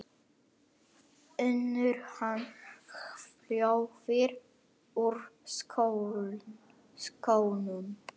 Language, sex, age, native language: Icelandic, male, 9, Icelandic